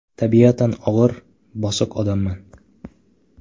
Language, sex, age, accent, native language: Uzbek, male, 12-17, Farg'ona, Uzbek